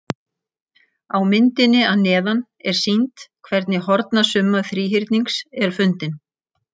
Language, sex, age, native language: Icelandic, female, 60-69, Icelandic